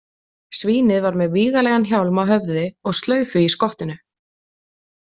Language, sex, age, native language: Icelandic, female, 20-29, Icelandic